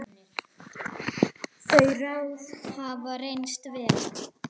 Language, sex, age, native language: Icelandic, female, 10, Icelandic